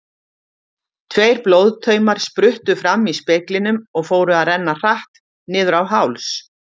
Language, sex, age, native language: Icelandic, female, 50-59, Icelandic